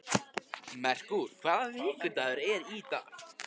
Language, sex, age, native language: Icelandic, male, 50-59, Icelandic